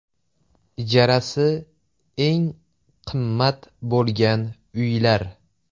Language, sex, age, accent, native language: Uzbek, male, 18-24, Toshkent viloyati, Uzbek